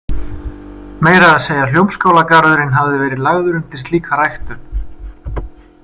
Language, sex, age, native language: Icelandic, male, 30-39, Icelandic